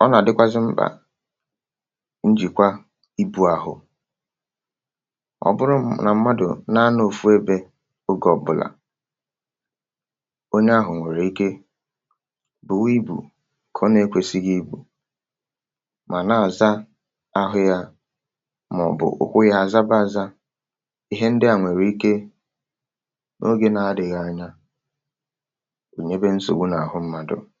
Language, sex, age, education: Igbo, male, 30-45, tertiary